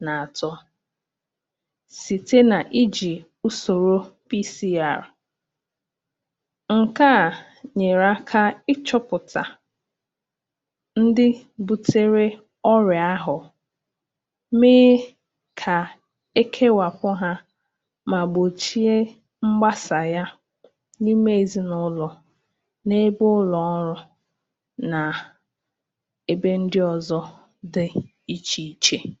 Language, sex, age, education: Igbo, female, 15-29, tertiary